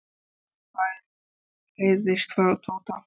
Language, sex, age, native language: Icelandic, female, 13, Icelandic